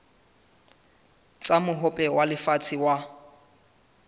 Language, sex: Southern Sotho, male